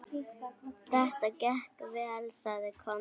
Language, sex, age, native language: Icelandic, female, 9, Icelandic